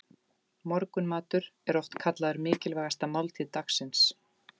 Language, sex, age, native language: Icelandic, female, 40-49, Icelandic